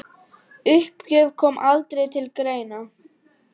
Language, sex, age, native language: Icelandic, female, 9, Icelandic